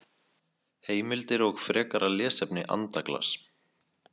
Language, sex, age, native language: Icelandic, male, 20-29, Icelandic